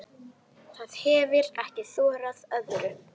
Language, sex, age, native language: Icelandic, female, 10, Icelandic